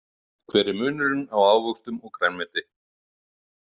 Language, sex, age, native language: Icelandic, male, 50-59, Icelandic